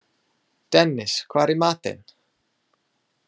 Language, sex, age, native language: Icelandic, male, 30-39, English